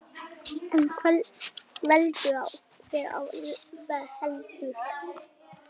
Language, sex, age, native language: Icelandic, male, 9, Icelandic